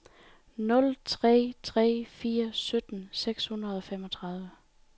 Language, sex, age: Danish, female, 28